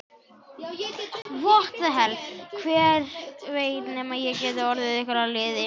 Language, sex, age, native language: Icelandic, male, 11, Icelandic